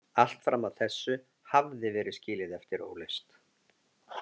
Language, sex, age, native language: Icelandic, male, 40-49, Icelandic